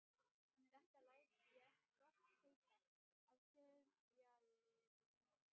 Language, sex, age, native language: Icelandic, female, 12, Icelandic